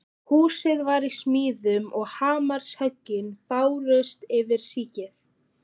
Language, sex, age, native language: Icelandic, female, 14, Icelandic